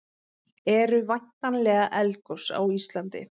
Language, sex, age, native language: Icelandic, female, 30-39, Icelandic